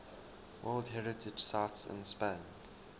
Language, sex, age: English, male, 19